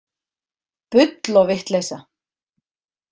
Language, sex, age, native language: Icelandic, female, 50-59, Icelandic